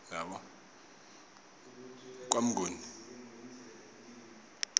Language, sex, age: South Ndebele, male, 23